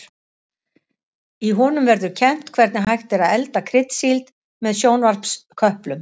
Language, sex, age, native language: Icelandic, female, 60-69, Icelandic